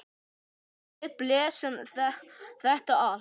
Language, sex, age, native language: Icelandic, male, 9, Icelandic